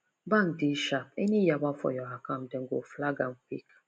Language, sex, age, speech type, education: Nigerian Pidgin, female, 15-29, spontaneous, tertiary